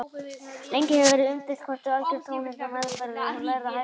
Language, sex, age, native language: Icelandic, male, 18-19, Icelandic